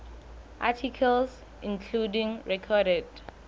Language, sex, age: Southern Sotho, female, 25